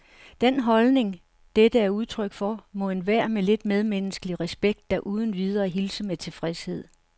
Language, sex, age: Danish, female, 69